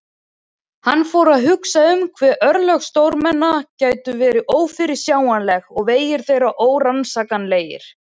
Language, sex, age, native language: Icelandic, female, 20-29, Icelandic